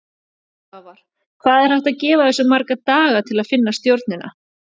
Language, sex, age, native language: Icelandic, female, 30-39, Icelandic